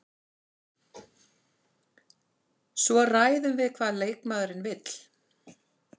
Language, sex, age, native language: Icelandic, female, 50-59, Icelandic